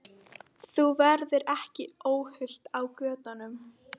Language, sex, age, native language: Icelandic, female, 13, Icelandic